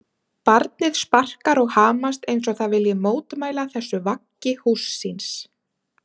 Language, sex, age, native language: Icelandic, female, 30-39, Icelandic